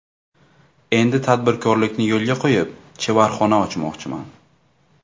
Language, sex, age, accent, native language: Uzbek, male, 18-24, Navoiy, Uzbek